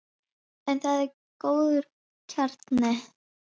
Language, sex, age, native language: Icelandic, female, 10, Icelandic